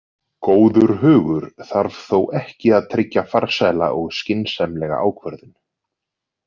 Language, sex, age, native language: Icelandic, male, 40-49, Icelandic